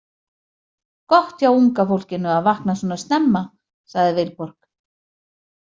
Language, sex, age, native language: Icelandic, female, 40-49, Icelandic